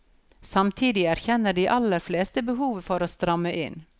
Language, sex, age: Norwegian, female, 54